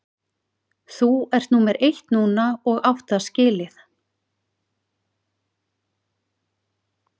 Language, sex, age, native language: Icelandic, female, 40-49, Icelandic